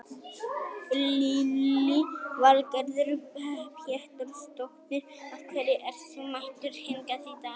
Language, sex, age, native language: Icelandic, female, 18-19, Icelandic